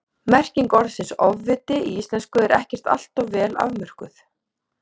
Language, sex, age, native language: Icelandic, female, 30-39, Icelandic